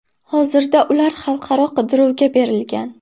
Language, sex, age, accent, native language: Uzbek, female, under 19, Buxoro, Uzbek